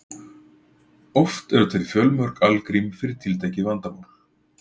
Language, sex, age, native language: Icelandic, male, 40-49, Icelandic